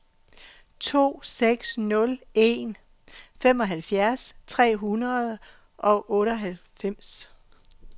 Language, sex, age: Danish, female, 48